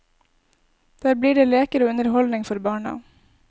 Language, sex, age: Norwegian, female, 20